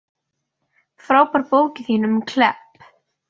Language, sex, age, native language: Icelandic, female, 40-49, Icelandic